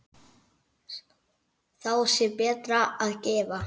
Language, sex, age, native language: Icelandic, male, 9, Icelandic